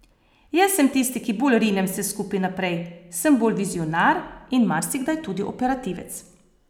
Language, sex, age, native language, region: Slovenian, female, 30-49, Slovenian, Posavska region